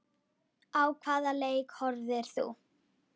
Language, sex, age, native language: Icelandic, female, 10, Icelandic